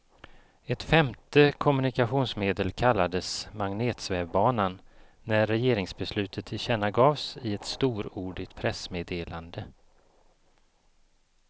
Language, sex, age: Swedish, male, 54